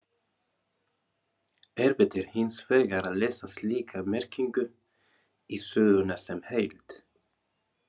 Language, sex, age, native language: Icelandic, male, 40-49, Arabic